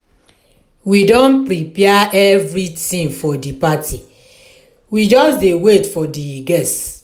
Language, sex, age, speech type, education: Nigerian Pidgin, female, 46-60, spontaneous, tertiary